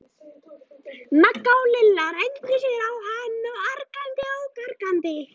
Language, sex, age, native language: Icelandic, female, 13, Icelandic